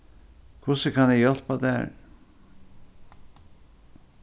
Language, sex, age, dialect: Faroese, male, 61+, Suðurstreymoy